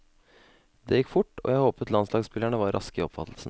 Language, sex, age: Norwegian, male, 32